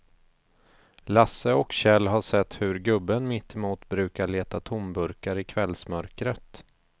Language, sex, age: Swedish, male, 34